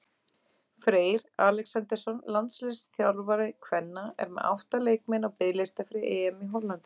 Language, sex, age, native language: Icelandic, female, 30-39, Icelandic